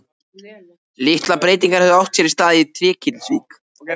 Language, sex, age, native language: Icelandic, male, 14, Icelandic